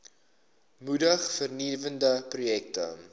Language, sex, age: Afrikaans, male, 19